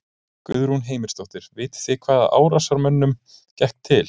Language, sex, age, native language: Icelandic, male, 20-29, Icelandic